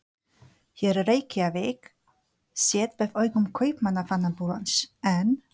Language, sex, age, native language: Icelandic, female, 40-49, Polish